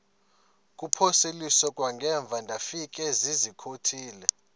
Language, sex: Xhosa, male